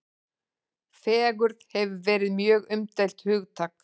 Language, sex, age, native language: Icelandic, female, 40-49, Icelandic